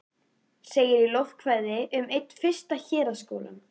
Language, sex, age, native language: Icelandic, female, 11, Icelandic